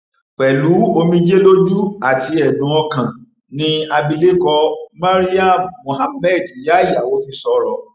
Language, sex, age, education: Yoruba, male, 30-45, tertiary